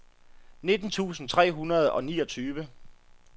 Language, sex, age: Danish, male, 33